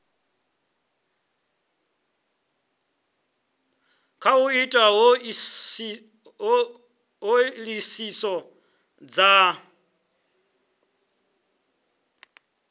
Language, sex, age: Venda, male, 23